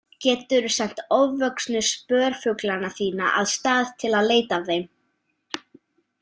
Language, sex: Icelandic, female